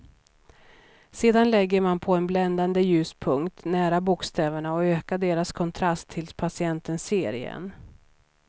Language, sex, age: Swedish, female, 39